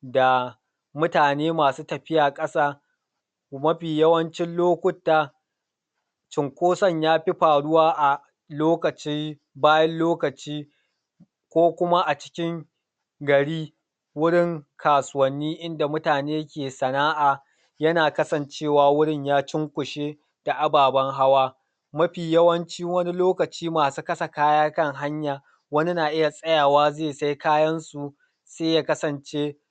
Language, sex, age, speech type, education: Hausa, male, 30-45, spontaneous, tertiary